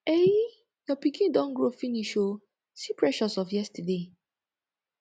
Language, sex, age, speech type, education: Nigerian Pidgin, female, 15-29, spontaneous, tertiary